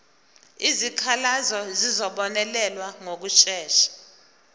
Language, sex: Zulu, female